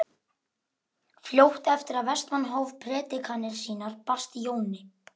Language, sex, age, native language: Icelandic, male, 11, Icelandic